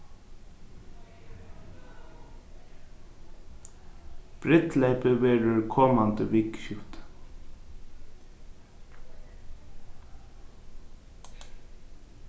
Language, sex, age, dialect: Faroese, male, 15-35, Norðuroyggjar